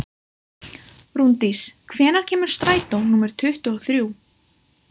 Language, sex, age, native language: Icelandic, female, 20-29, Icelandic